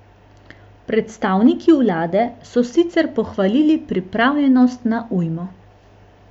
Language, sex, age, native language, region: Slovenian, female, 18-29, Slovenian, Central Slovenia